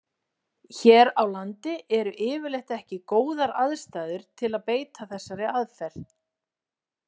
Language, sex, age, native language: Icelandic, female, 40-49, Icelandic